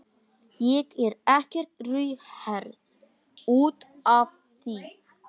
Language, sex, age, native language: Icelandic, male, 18-19, English